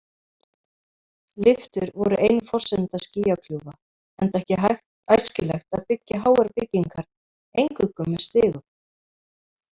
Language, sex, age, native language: Icelandic, female, 50-59, Icelandic